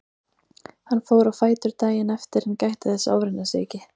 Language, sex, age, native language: Icelandic, female, 30-39, Icelandic